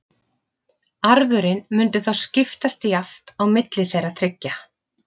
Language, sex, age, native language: Icelandic, female, 50-59, Icelandic